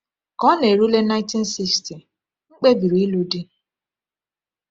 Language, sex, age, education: Igbo, female, 15-29, tertiary